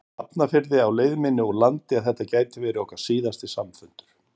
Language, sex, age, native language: Icelandic, male, 50-59, Icelandic